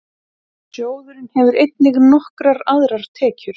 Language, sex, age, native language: Icelandic, female, 30-39, Icelandic